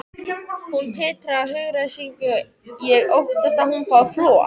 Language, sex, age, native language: Icelandic, female, 13, Icelandic